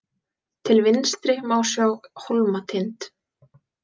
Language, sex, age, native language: Icelandic, female, 20-29, Icelandic